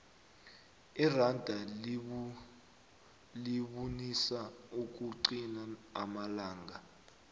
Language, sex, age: South Ndebele, male, 21